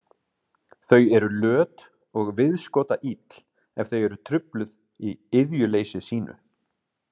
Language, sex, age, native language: Icelandic, male, 30-39, Icelandic